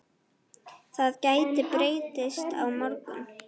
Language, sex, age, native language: Icelandic, female, 8, Icelandic